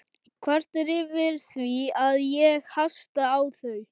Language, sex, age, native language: Icelandic, male, 11, Icelandic